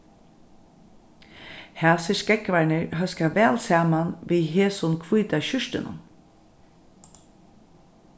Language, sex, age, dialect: Faroese, female, 36-60, Norðurstreymoy/Eysturoy